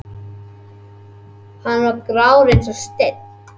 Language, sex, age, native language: Icelandic, male, 11, Icelandic